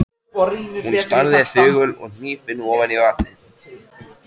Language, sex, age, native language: Icelandic, male, 14, Icelandic